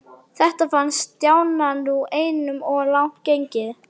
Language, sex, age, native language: Icelandic, female, 12, Icelandic